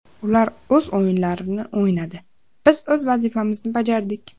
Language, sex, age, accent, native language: Uzbek, female, under 19, Andijon, Uzbek